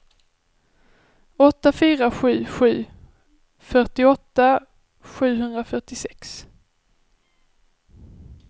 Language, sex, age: Swedish, female, 23